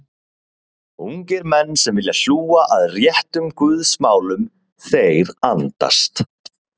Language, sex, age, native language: Icelandic, male, 30-39, Icelandic